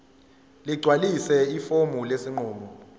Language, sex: Zulu, female